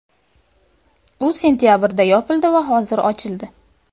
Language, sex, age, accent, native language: Uzbek, female, under 19, Buxoro, Uzbek